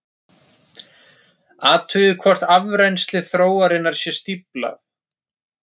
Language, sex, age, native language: Icelandic, male, 30-39, Icelandic